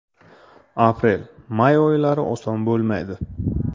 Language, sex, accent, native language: Uzbek, male, Toshkent shahri, Uzbek